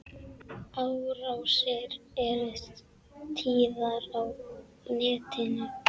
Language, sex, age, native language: Icelandic, female, 10, Icelandic